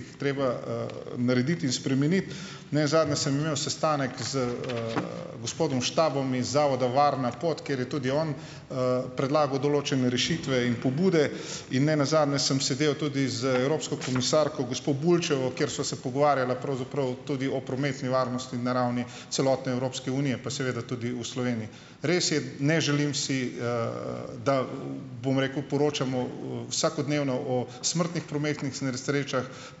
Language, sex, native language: Slovenian, male, Slovenian